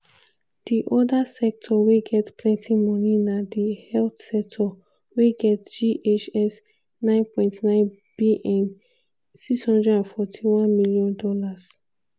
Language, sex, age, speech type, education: Nigerian Pidgin, female, 15-29, spontaneous, tertiary